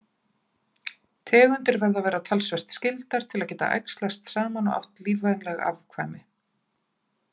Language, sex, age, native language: Icelandic, female, 40-49, Icelandic